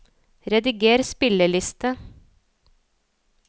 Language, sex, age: Norwegian, female, 27